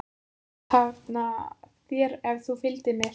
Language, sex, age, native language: Icelandic, female, 14, Icelandic